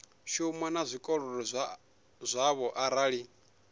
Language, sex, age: Venda, male, 21